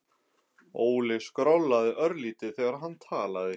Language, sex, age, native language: Icelandic, female, 11, Icelandic